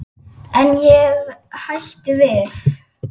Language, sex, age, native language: Icelandic, female, 8, Icelandic